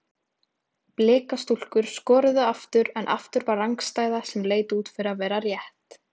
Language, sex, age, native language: Icelandic, female, 18-19, Icelandic